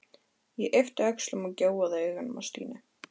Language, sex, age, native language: Icelandic, female, 13, Icelandic